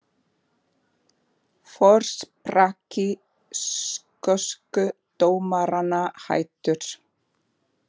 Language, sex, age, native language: Icelandic, female, 40-49, Portuguese